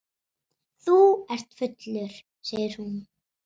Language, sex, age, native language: Icelandic, female, 7, Icelandic